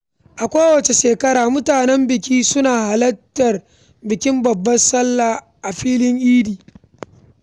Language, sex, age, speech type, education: Hausa, female, 15-29, read, primary